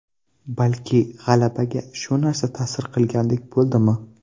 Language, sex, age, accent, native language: Uzbek, male, 12-17, Toshkent shahri, Uzbek